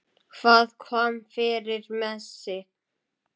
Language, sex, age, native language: Icelandic, male, 9, Icelandic